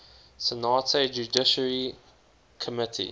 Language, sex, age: English, male, 19